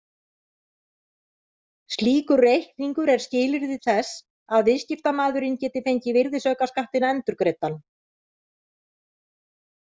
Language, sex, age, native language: Icelandic, female, 30-39, Icelandic